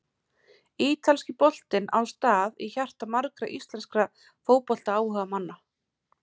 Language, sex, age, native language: Icelandic, female, 30-39, Icelandic